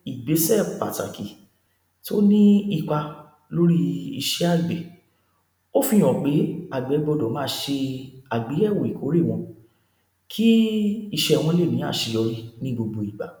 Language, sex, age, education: Yoruba, male, 15-29, primary